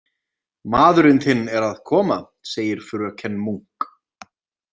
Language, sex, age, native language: Icelandic, male, 20-29, Icelandic